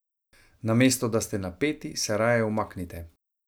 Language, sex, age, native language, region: Slovenian, male, 30-49, Slovenian, Savinja region